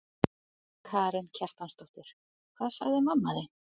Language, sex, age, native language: Icelandic, other, 40-49, Icelandic